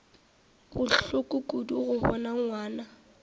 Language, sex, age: Northern Sotho, female, 18